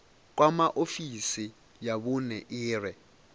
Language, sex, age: Venda, male, 22